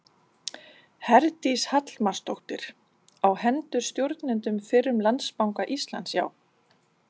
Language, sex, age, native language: Icelandic, female, 40-49, Danish